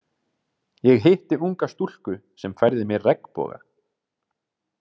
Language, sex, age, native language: Icelandic, male, 30-39, Icelandic